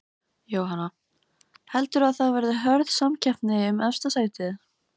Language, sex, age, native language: Icelandic, female, 15, Icelandic